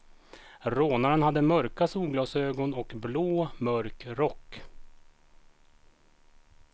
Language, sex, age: Swedish, male, 36